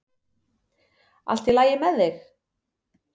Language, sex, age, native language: Icelandic, female, 30-39, Icelandic